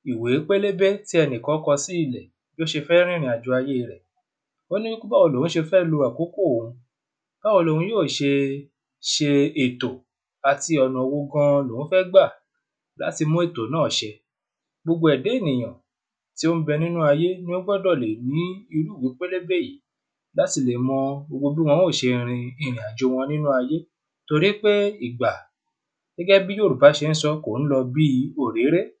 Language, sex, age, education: Yoruba, male, 15-29, tertiary